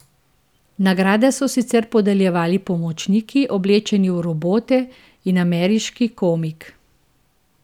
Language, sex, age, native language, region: Slovenian, female, 50-59, Slovenian, Central Slovenia